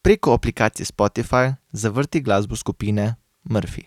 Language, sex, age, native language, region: Slovenian, male, 18-29, Slovenian, Carinthia region